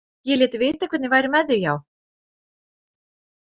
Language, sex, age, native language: Icelandic, female, 40-49, Icelandic